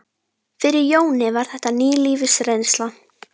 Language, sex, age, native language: Icelandic, female, 12, Icelandic